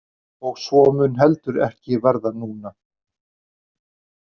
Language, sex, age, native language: Icelandic, male, 40-49, Icelandic